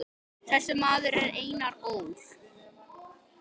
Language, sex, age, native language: Icelandic, male, 10, Icelandic